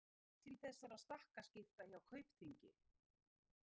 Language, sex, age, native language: Icelandic, female, 60-69, Icelandic